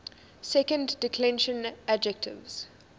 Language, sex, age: English, female, 20